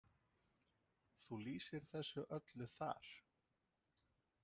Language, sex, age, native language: Icelandic, male, 30-39, Icelandic